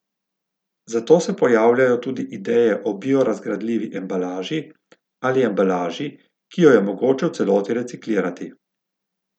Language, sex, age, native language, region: Slovenian, male, 50-59, Slovenian, Gorica region